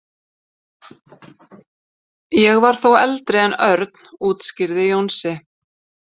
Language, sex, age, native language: Icelandic, female, 50-59, Icelandic